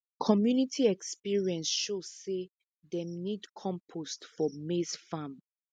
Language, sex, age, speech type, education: Nigerian Pidgin, female, 15-29, spontaneous, tertiary